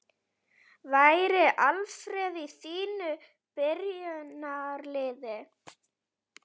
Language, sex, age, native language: Icelandic, female, 11, Icelandic